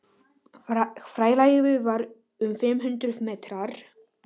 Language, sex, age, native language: Icelandic, male, 11, Polish